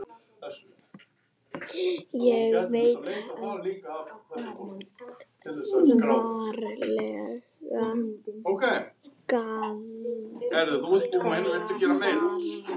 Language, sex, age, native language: Icelandic, female, 8, Icelandic